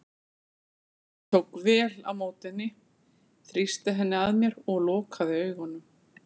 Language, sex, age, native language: Icelandic, female, 40-49, Icelandic